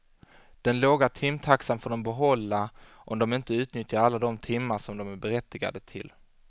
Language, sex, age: Swedish, male, 25